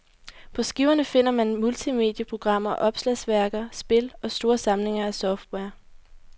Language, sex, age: Danish, female, 18